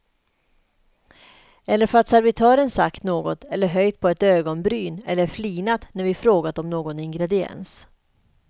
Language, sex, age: Swedish, female, 38